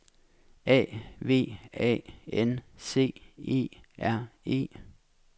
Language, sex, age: Danish, male, 26